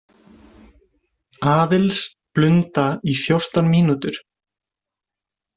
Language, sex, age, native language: Icelandic, male, 20-29, Icelandic